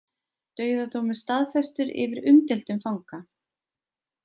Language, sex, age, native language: Icelandic, female, 20-29, Icelandic